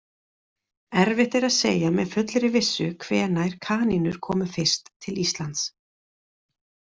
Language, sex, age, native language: Icelandic, female, 40-49, Icelandic